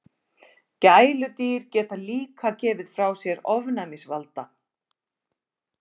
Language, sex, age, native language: Icelandic, female, 40-49, Icelandic